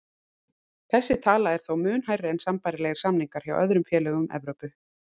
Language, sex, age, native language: Icelandic, female, 40-49, Icelandic